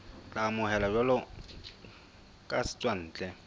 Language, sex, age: Southern Sotho, female, 22